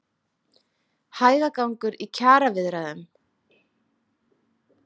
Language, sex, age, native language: Icelandic, female, 40-49, Icelandic